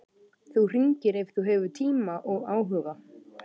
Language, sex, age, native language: Icelandic, male, 12, Icelandic